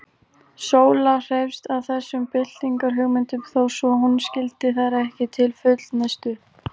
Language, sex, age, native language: Icelandic, female, 18-19, Icelandic